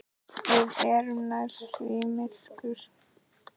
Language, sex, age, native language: Icelandic, male, 10, Icelandic